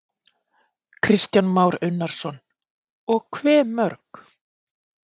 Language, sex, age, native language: Icelandic, female, 30-39, Icelandic